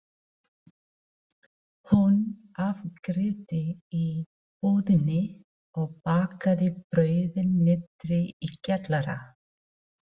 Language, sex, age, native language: Icelandic, female, 40-49, Filipino